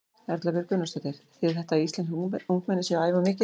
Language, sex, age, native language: Icelandic, female, 40-49, Icelandic